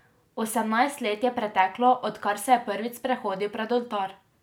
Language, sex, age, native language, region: Slovenian, female, 18-29, Slovenian, Drava region